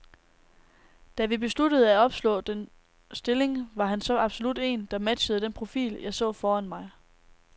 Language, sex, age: Danish, female, 19